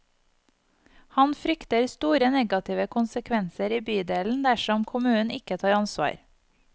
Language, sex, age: Norwegian, female, 25